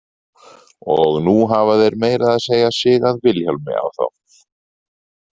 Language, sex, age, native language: Icelandic, male, 40-49, Icelandic